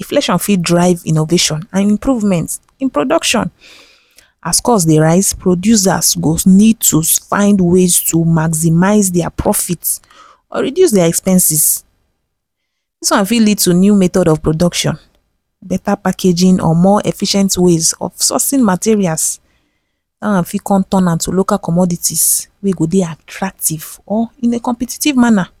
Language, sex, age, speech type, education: Nigerian Pidgin, female, 15-29, spontaneous, tertiary